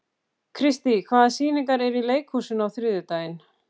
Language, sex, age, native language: Icelandic, female, 50-59, Icelandic